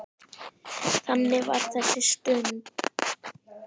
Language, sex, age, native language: Icelandic, male, 10, Icelandic